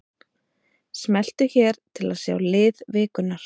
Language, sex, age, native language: Icelandic, female, 30-39, Icelandic